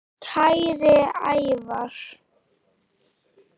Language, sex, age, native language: Icelandic, female, 9, Icelandic